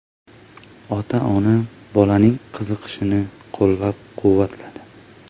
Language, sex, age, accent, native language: Uzbek, male, 18-24, Andijon, Uzbek